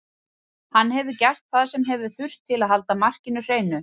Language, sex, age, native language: Icelandic, female, 30-39, Icelandic